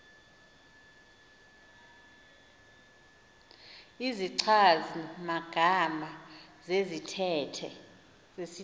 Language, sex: Xhosa, female